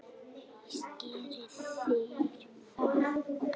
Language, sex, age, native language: Icelandic, male, 8, Icelandic